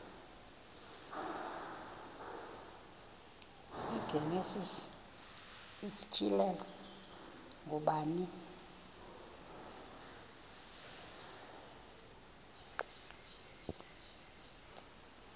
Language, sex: Xhosa, female